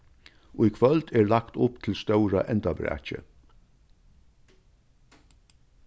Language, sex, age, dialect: Faroese, male, 61+, Vágar